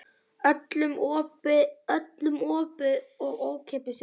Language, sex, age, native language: Icelandic, female, 10, Icelandic